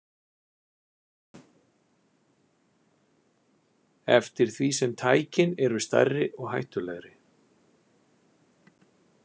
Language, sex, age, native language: Icelandic, male, 50-59, Icelandic